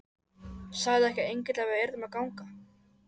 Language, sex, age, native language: Icelandic, male, 13, Icelandic